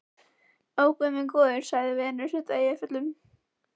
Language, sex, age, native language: Icelandic, female, 11, Icelandic